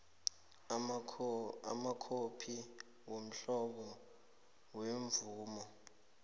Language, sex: South Ndebele, male